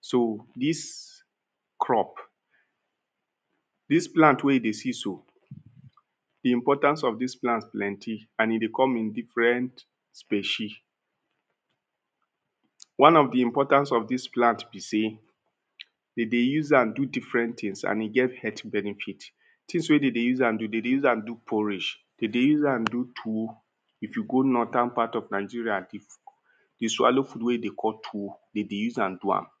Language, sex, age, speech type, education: Nigerian Pidgin, male, 30-45, spontaneous, tertiary